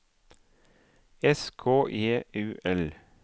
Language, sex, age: Norwegian, male, 37